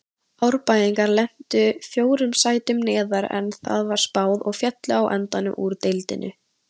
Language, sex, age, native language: Icelandic, female, 18-19, Icelandic